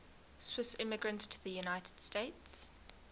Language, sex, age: English, female, 20